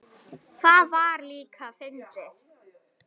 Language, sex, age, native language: Icelandic, female, 9, Icelandic